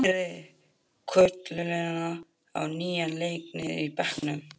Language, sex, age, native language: Icelandic, male, 12, Icelandic